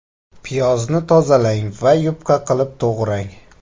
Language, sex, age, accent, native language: Uzbek, male, 18-24, Samarqand, Uzbek